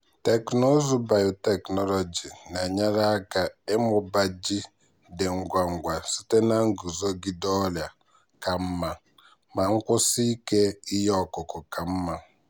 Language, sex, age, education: Igbo, male, 15-29, tertiary